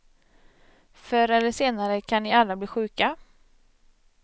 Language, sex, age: Swedish, female, 27